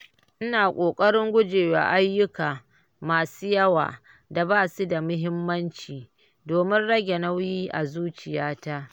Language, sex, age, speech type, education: Hausa, female, 60+, read, primary